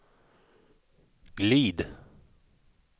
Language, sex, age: Swedish, male, 41